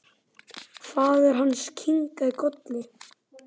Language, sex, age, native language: Icelandic, male, 8, Icelandic